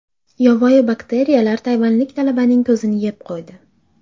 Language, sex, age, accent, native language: Uzbek, female, 18-24, Andijon, Uzbek